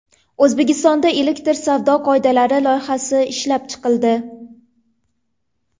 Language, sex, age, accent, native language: Uzbek, female, 18-24, Toshkent viloyati, Uzbek